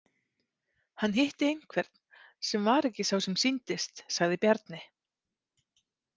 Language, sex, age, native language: Icelandic, female, 30-39, Icelandic